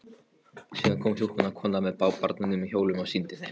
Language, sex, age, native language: Icelandic, male, 13, Polish